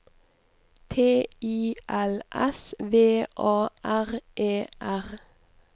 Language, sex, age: Norwegian, female, 29